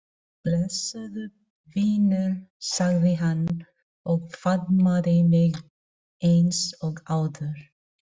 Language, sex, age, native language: Icelandic, female, 40-49, Filipino